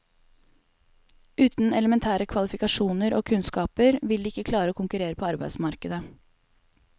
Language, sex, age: Norwegian, female, 28